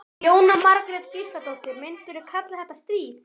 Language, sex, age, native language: Icelandic, female, 12, Icelandic